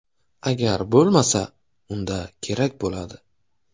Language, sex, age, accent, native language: Uzbek, male, 25-34, Navoiy, Uzbek